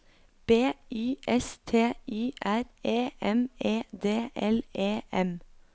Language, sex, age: Norwegian, female, 23